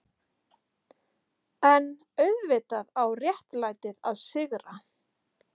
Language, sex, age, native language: Icelandic, female, 30-39, Icelandic